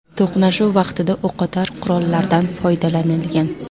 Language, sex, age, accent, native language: Uzbek, female, 19-29, Namangan, Uzbek